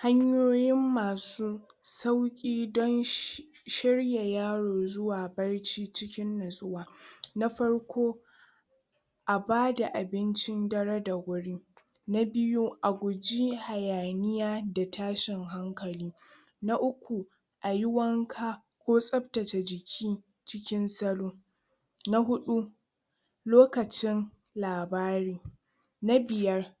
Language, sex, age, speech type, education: Hausa, female, 30-45, spontaneous, tertiary